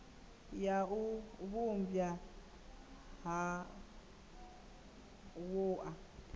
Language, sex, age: Venda, female, 19